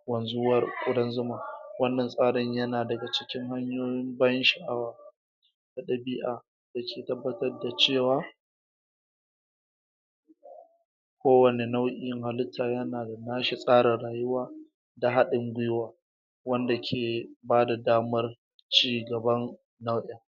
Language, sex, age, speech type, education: Hausa, male, 46-60, spontaneous, tertiary